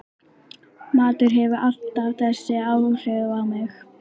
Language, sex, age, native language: Icelandic, female, 12, Icelandic